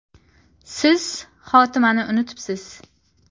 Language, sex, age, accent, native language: Uzbek, female, 18-24, Qashqadaryo, Uzbek